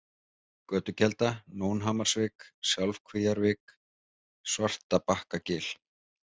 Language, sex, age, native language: Icelandic, male, 30-39, Icelandic